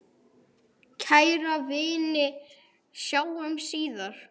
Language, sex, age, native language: Icelandic, male, 9, Icelandic